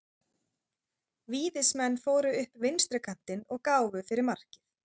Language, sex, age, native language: Icelandic, female, 30-39, Icelandic